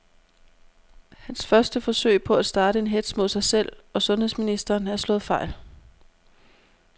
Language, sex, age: Danish, female, 32